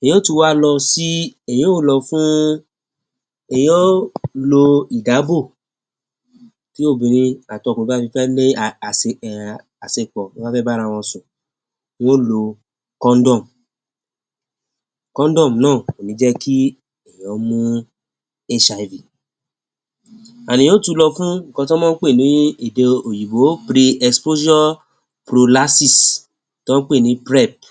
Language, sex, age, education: Yoruba, male, 30-45, tertiary